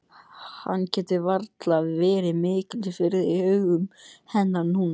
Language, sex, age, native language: Icelandic, male, 13, English